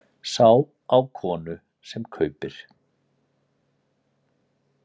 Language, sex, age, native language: Icelandic, male, 40-49, Icelandic